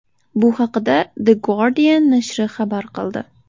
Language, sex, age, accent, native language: Uzbek, female, under 19, Toshkent shahri, Uzbek